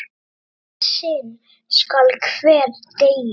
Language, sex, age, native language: Icelandic, male, 9, Icelandic